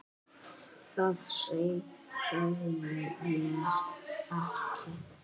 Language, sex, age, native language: Icelandic, male, 8, Icelandic